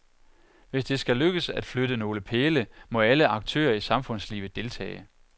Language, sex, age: Danish, male, 41